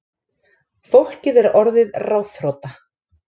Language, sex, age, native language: Icelandic, female, 30-39, Icelandic